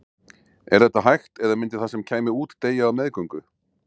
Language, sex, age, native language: Icelandic, male, 40-49, Icelandic